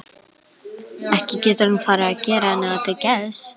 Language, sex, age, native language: Icelandic, female, 11, Icelandic